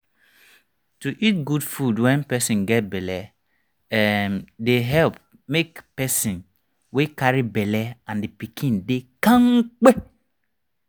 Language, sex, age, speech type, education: Nigerian Pidgin, male, 30-45, spontaneous, tertiary